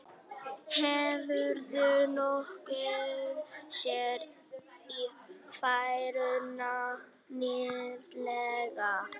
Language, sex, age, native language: Icelandic, female, 8, Icelandic